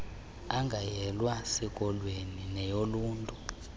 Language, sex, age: Xhosa, male, 24